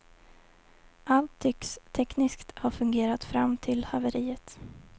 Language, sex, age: Swedish, female, 20